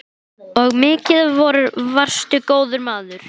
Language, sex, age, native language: Icelandic, male, 10, Icelandic